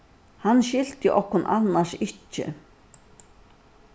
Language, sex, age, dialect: Faroese, female, 61+, Suðurstreymoy